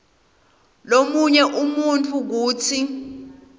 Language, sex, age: Swati, female, 20